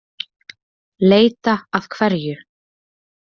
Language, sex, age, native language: Icelandic, female, 20-29, Icelandic